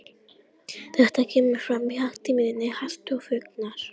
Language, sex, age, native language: Icelandic, female, 18-19, Icelandic